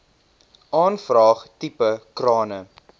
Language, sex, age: Afrikaans, male, 19